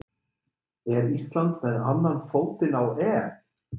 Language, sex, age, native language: Icelandic, male, 30-39, Icelandic